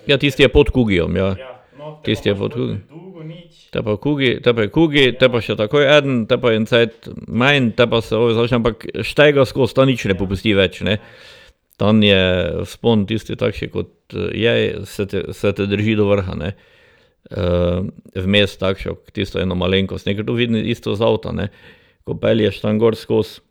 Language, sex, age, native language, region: Slovenian, male, 60+, Slovenian, Drava region